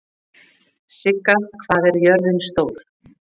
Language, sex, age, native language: Icelandic, female, 40-49, Icelandic